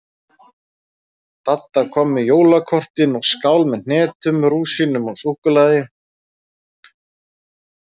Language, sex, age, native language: Icelandic, male, 30-39, Icelandic